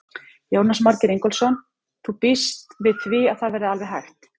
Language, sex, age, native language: Icelandic, female, 30-39, Icelandic